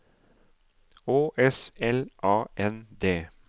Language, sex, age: Norwegian, male, 37